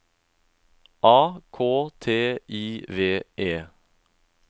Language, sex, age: Norwegian, male, 31